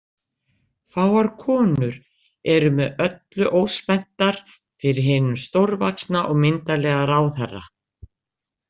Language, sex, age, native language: Icelandic, female, 60-69, Icelandic